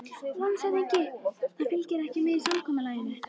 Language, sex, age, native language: Icelandic, female, 13, Icelandic